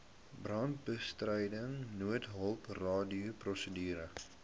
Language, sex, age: Afrikaans, male, 18